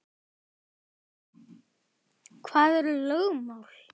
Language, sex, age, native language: Icelandic, male, 10, Icelandic